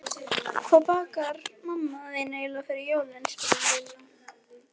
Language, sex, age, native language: Icelandic, female, 11, Icelandic